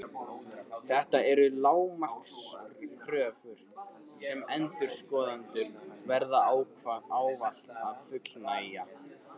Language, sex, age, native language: Icelandic, male, 15, Icelandic